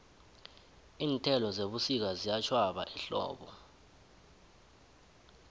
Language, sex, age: South Ndebele, male, 20